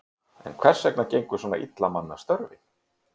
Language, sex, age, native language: Icelandic, male, 30-39, Icelandic